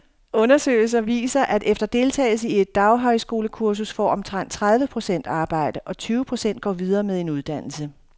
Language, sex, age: Danish, female, 51